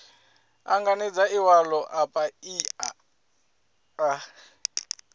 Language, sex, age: Venda, male, 20